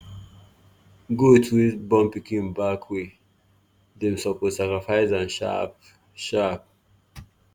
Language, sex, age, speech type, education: Nigerian Pidgin, male, 15-29, spontaneous, tertiary